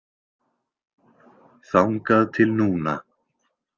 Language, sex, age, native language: Icelandic, male, 20-29, Icelandic